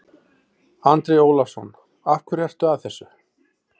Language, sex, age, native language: Icelandic, male, 40-49, Icelandic